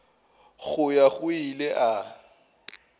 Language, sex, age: Northern Sotho, male, 24